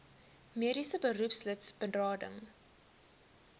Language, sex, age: Afrikaans, female, 19